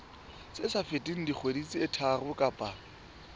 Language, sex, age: Southern Sotho, male, 24